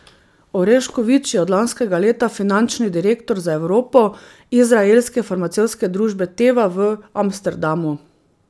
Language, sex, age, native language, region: Slovenian, female, 30-49, Slovenian, Drava region